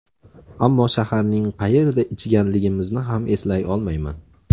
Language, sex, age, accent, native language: Uzbek, male, 18-24, Namangan, Uzbek